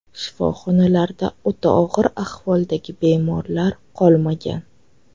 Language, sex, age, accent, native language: Uzbek, female, 18-24, Toshkent shahri, Uzbek